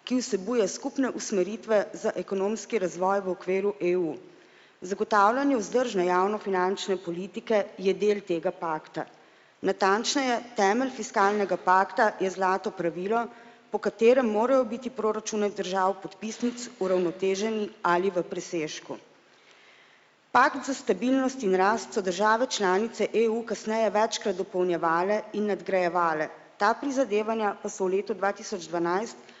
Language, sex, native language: Slovenian, female, Slovenian